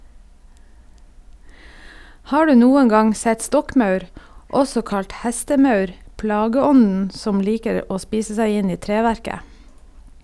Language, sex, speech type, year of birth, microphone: Norwegian, female, read, 1972, Sennheiser